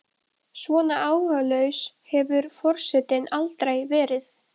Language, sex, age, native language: Icelandic, female, 12, Icelandic